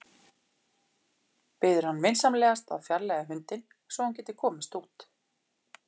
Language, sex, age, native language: Icelandic, female, 40-49, Icelandic